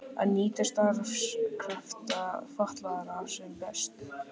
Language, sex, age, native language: Icelandic, male, 13, Icelandic